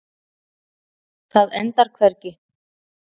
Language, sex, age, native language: Icelandic, female, 40-49, Icelandic